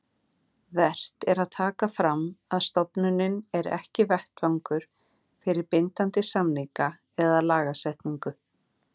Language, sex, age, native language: Icelandic, female, 40-49, Icelandic